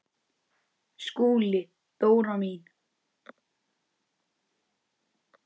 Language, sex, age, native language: Icelandic, male, 9, Icelandic